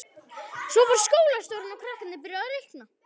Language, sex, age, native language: Icelandic, male, 11, Icelandic